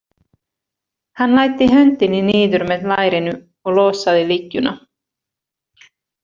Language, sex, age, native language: Icelandic, female, 30-39, Finnish